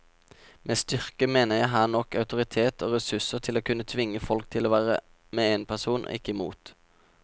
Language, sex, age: Norwegian, male, 27